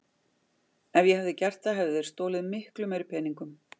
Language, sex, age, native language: Icelandic, female, 50-59, Icelandic